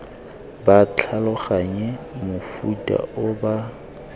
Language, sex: Tswana, male